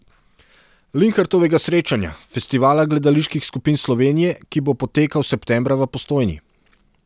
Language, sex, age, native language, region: Slovenian, male, 30-49, Serbian, Central Slovenia